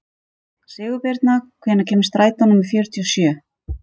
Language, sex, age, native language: Icelandic, female, 50-59, Icelandic